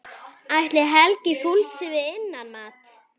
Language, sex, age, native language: Icelandic, female, 9, Icelandic